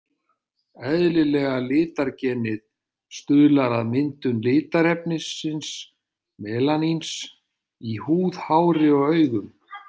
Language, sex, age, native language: Icelandic, male, 50-59, Icelandic